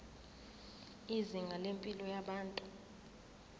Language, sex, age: Zulu, female, 24